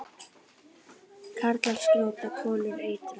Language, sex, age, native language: Icelandic, female, 10, Icelandic